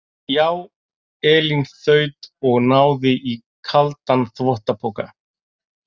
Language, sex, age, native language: Icelandic, male, 40-49, Icelandic